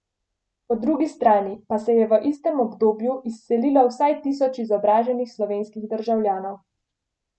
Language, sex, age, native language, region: Slovenian, female, 18-29, Slovenian, Central Slovenia